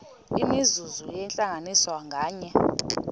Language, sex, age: Xhosa, female, 31